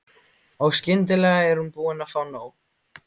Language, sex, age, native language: Icelandic, male, 15, Icelandic